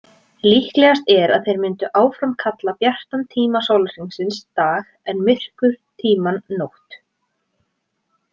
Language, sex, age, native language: Icelandic, female, 20-29, Icelandic